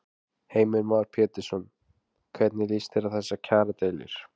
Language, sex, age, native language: Icelandic, male, 20-29, Icelandic